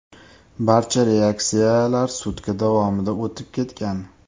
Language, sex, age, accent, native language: Uzbek, male, 25-34, Toshkent shahri, Uzbek